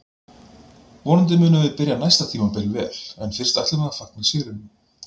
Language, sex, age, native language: Icelandic, male, 40-49, Icelandic